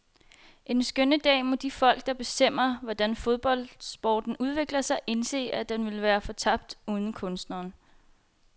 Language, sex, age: Danish, female, 21